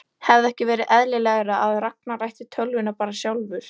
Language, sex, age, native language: Icelandic, female, 11, Icelandic